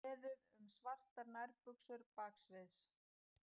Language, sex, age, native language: Icelandic, female, 50-59, Icelandic